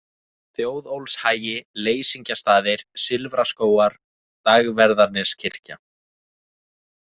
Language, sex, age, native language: Icelandic, male, 20-29, Icelandic